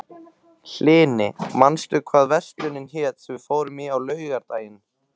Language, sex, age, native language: Icelandic, male, 15, Icelandic